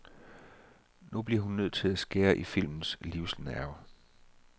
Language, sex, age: Danish, male, 34